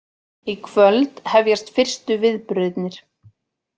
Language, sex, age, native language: Icelandic, female, 40-49, Icelandic